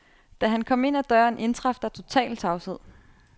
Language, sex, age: Danish, female, 28